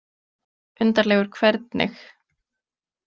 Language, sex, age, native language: Icelandic, female, 20-29, Icelandic